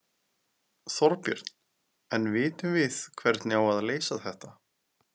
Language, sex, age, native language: Icelandic, male, 20-29, Icelandic